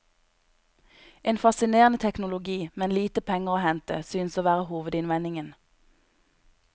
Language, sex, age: Norwegian, female, 26